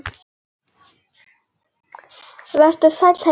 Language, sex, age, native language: Icelandic, female, 10, Icelandic